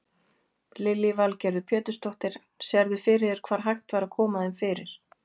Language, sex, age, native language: Icelandic, female, 40-49, Icelandic